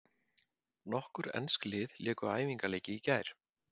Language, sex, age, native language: Icelandic, male, 50-59, Icelandic